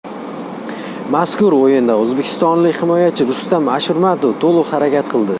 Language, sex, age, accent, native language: Uzbek, male, 19-29, Qashqadaryo, Uzbek